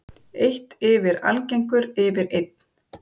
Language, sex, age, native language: Icelandic, female, 30-39, Icelandic